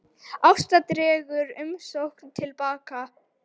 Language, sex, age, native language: Icelandic, female, 18-19, Icelandic